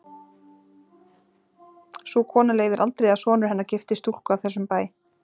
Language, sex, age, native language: Icelandic, female, 40-49, Icelandic